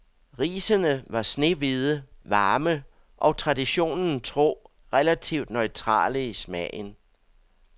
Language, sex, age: Danish, male, 62